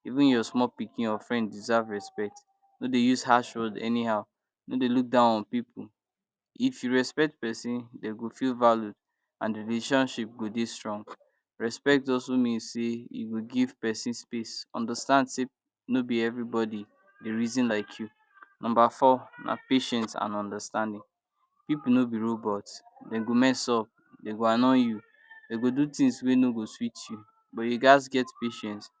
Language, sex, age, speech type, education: Nigerian Pidgin, male, 46-60, spontaneous, tertiary